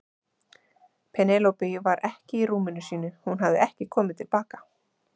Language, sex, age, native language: Icelandic, female, 30-39, Icelandic